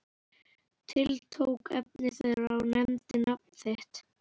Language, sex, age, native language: Icelandic, female, 11, Icelandic